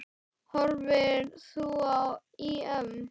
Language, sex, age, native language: Icelandic, male, 10, Icelandic